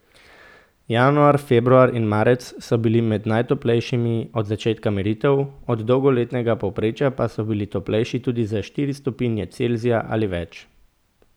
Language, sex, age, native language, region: Slovenian, male, 18-29, Slovenian, Central Slovenia